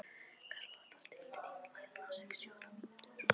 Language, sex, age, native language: Icelandic, female, 12, Polish